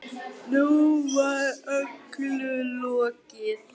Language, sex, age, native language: Icelandic, male, 9, Icelandic